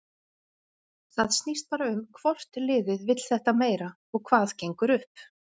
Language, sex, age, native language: Icelandic, female, 40-49, Icelandic